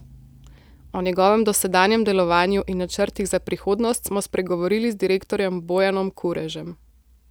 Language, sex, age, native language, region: Slovenian, female, 18-29, Slovenian, Central Slovenia